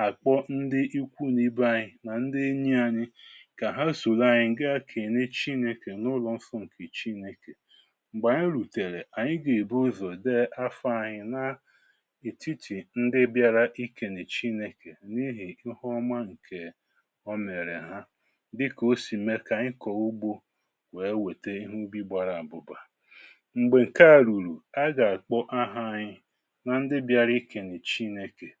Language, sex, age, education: Igbo, male, 46-60, tertiary